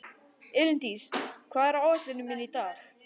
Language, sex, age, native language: Icelandic, male, 11, Icelandic